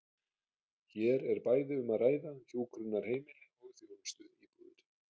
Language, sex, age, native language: Icelandic, male, 30-39, Icelandic